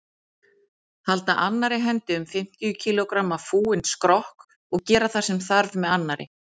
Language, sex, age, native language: Icelandic, female, 40-49, Icelandic